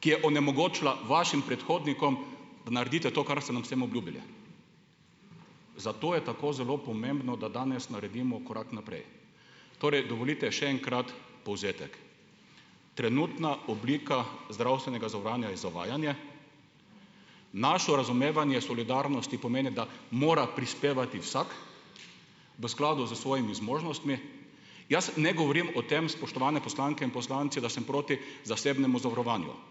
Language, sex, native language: Slovenian, male, Slovenian